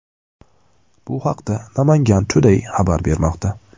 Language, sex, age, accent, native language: Uzbek, male, 18-24, Andijon, Uzbek